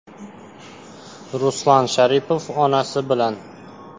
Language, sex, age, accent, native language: Uzbek, male, 18-24, Xorazm, Uzbek